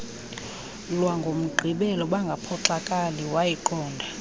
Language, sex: Xhosa, female